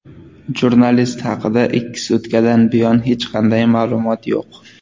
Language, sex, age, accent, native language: Uzbek, male, 19-29, Qashqadaryo, Uzbek